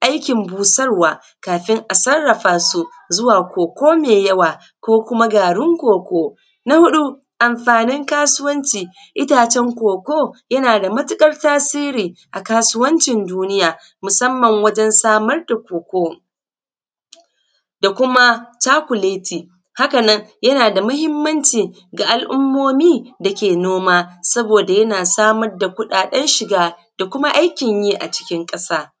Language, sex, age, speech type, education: Hausa, female, 30-45, spontaneous, secondary